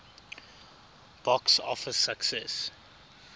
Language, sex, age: English, male, 22